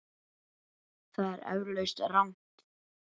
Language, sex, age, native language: Icelandic, male, 9, Icelandic